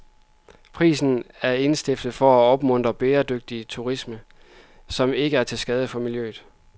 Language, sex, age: Danish, male, 26